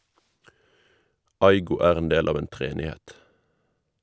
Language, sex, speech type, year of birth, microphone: Norwegian, male, read, 1991, Shure